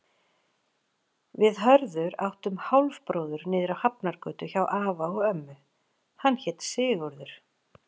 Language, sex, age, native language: Icelandic, female, 40-49, Icelandic